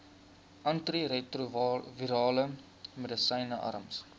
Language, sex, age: Afrikaans, male, 20